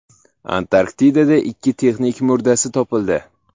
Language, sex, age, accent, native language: Uzbek, male, 18-24, Samarqand, Uzbek